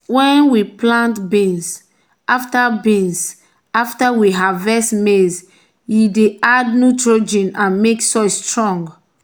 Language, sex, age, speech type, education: Nigerian Pidgin, male, 15-29, spontaneous, tertiary